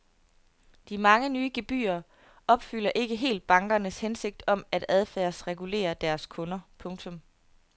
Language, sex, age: Danish, female, 30